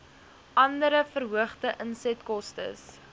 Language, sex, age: Afrikaans, female, 19